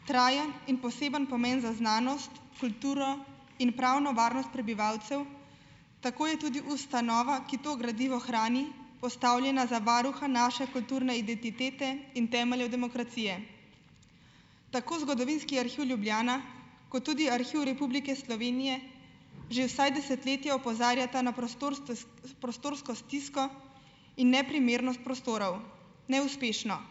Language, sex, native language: Slovenian, female, Slovenian